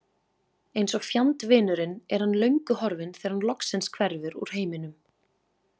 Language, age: Icelandic, 20-29